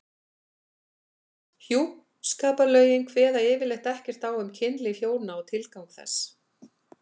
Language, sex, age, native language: Icelandic, female, 50-59, Icelandic